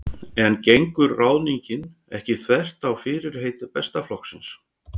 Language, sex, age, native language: Icelandic, male, 60-69, Icelandic